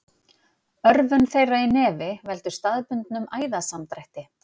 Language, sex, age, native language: Icelandic, female, 50-59, Icelandic